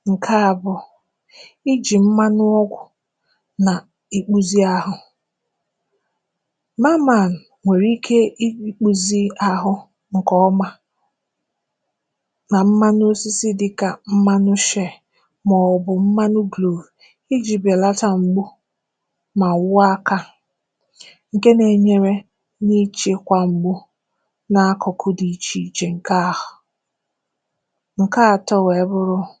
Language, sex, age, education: Igbo, female, 15-29, tertiary